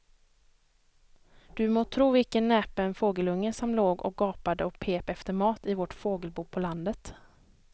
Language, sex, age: Swedish, female, 23